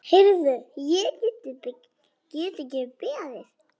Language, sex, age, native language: Icelandic, female, 10, Icelandic